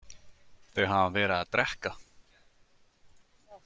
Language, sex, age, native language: Icelandic, male, 30-39, Icelandic